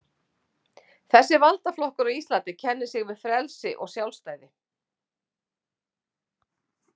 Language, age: Icelandic, 50-59